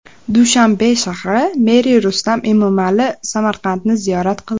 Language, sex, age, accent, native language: Uzbek, female, under 19, Andijon, Uzbek